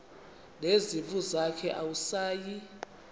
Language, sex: Xhosa, female